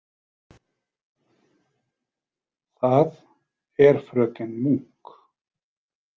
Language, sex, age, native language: Icelandic, male, 40-49, Icelandic